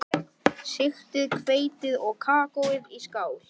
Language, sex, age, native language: Icelandic, male, 11, Icelandic